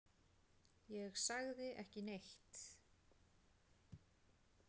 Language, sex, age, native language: Icelandic, female, 40-49, Icelandic